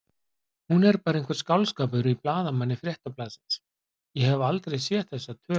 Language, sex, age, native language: Icelandic, male, 40-49, Icelandic